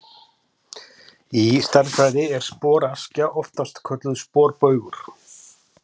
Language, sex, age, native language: Icelandic, male, 50-59, Icelandic